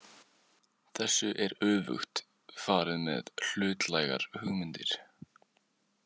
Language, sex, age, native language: Icelandic, male, 18-19, Icelandic